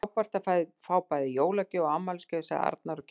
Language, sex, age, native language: Icelandic, female, 60-69, Icelandic